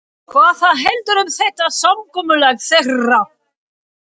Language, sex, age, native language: Icelandic, female, 60-69, French